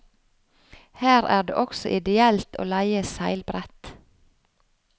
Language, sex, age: Norwegian, female, 45